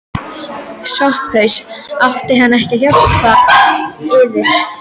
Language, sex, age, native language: Icelandic, female, 12, Icelandic